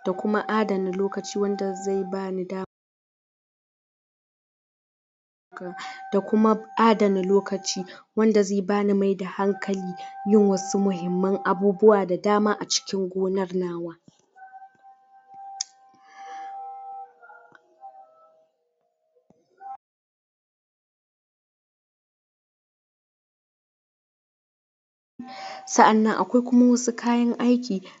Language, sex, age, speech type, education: Hausa, female, 60+, spontaneous, tertiary